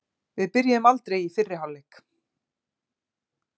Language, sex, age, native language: Icelandic, female, 40-49, Icelandic